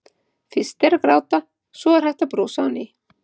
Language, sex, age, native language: Icelandic, female, 50-59, Icelandic